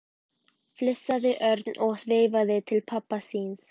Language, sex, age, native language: Icelandic, female, 12, Icelandic